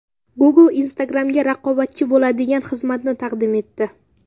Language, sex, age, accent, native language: Uzbek, female, under 19, Samarqand, Uzbek